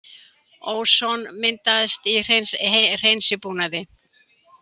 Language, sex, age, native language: Icelandic, female, 70-79, Icelandic